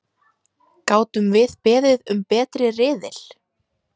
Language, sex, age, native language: Icelandic, female, 18-19, Icelandic